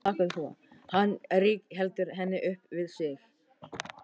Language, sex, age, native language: Icelandic, male, 14, Icelandic